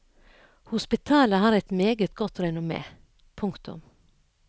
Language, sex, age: Norwegian, female, 57